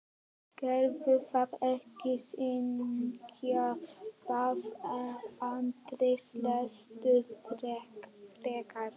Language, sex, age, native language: Icelandic, male, 11, Icelandic